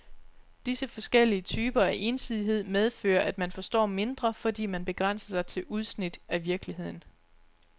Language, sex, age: Danish, female, 29